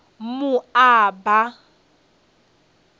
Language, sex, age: Venda, female, 30